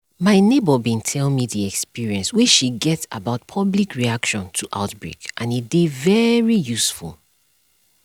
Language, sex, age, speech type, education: Nigerian Pidgin, female, 30-45, spontaneous, tertiary